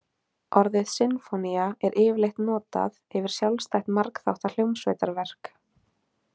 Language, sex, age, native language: Icelandic, female, 20-29, Icelandic